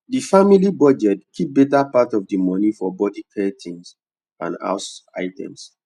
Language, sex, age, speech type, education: Nigerian Pidgin, male, 15-29, spontaneous, tertiary